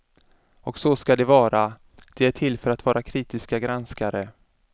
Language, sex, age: Swedish, male, 33